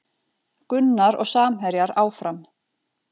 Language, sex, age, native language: Icelandic, female, 40-49, Icelandic